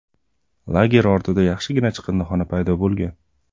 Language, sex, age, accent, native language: Uzbek, male, 25-34, Andijon, Uzbek